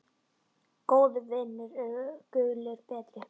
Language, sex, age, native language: Icelandic, male, 10, Icelandic